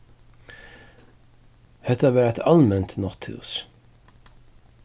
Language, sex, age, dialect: Faroese, male, 36-60, Suðurstreymoy